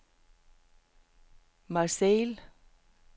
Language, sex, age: Danish, female, 48